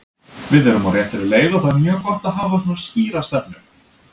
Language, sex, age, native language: Icelandic, male, 20-29, Icelandic